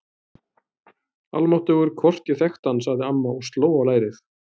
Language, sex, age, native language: Icelandic, male, 30-39, Icelandic